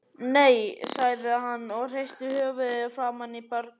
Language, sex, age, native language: Icelandic, male, 11, Icelandic